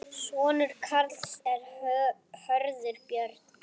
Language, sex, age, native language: Icelandic, male, 8, Icelandic